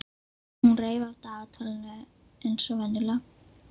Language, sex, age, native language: Icelandic, female, 11, Icelandic